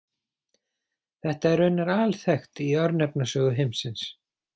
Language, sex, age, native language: Icelandic, male, 40-49, Icelandic